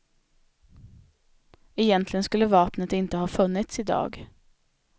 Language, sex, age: Swedish, female, 25